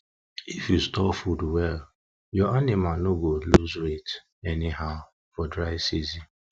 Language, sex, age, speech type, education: Nigerian Pidgin, male, 15-29, spontaneous, tertiary